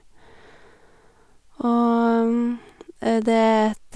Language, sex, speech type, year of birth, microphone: Norwegian, female, spontaneous, 1989, Sennheiser